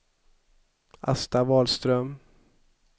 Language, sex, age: Swedish, male, 27